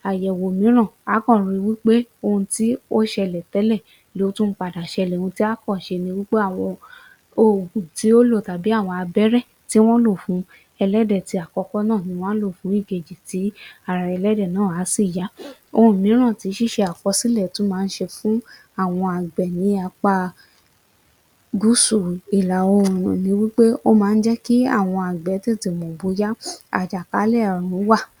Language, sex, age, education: Yoruba, female, 30-45, tertiary